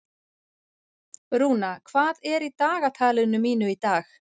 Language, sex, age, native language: Icelandic, female, 40-49, Icelandic